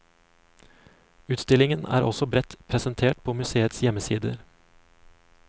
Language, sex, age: Norwegian, male, 35